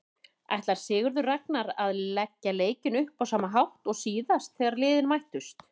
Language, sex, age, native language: Icelandic, female, 30-39, Icelandic